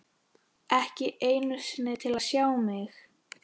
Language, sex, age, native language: Icelandic, male, 13, Icelandic